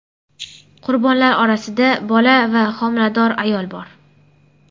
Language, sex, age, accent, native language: Uzbek, female, under 19, Surxondaryo, Uzbek